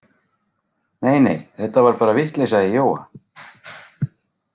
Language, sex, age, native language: Icelandic, male, 40-49, Icelandic